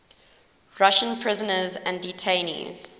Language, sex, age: English, female, 19